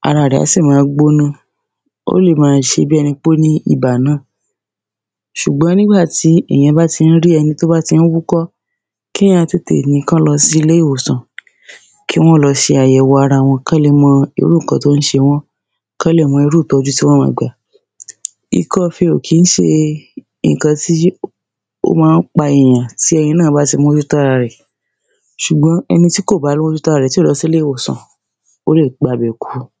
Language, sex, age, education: Yoruba, female, 30-45, secondary